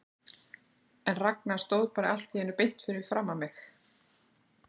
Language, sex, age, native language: Icelandic, female, 40-49, Icelandic